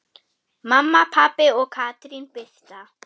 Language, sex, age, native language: Icelandic, female, 8, German